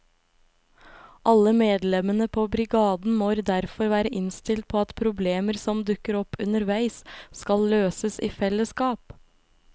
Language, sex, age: Norwegian, female, 25